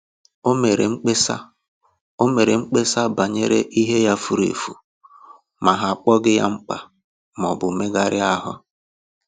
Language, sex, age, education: Igbo, male, 15-29, tertiary